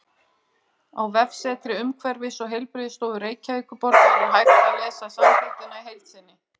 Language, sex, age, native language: Icelandic, female, 40-49, Icelandic